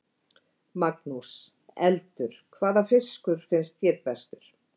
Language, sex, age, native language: Icelandic, female, 50-59, Icelandic